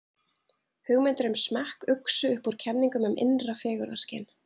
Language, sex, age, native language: Icelandic, female, 30-39, Icelandic